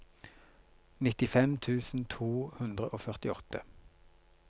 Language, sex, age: Norwegian, male, 42